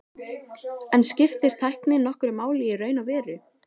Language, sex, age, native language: Icelandic, female, 14, Icelandic